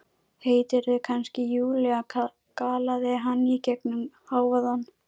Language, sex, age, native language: Icelandic, female, 12, Icelandic